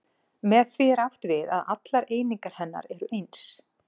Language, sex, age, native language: Icelandic, female, 40-49, Icelandic